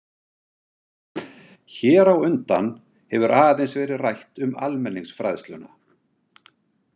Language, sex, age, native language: Icelandic, male, 60-69, Icelandic